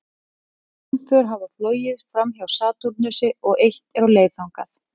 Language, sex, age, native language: Icelandic, female, 40-49, Icelandic